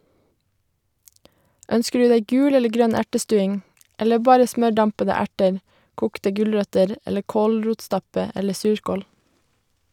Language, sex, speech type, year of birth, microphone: Norwegian, female, read, 1991, Shure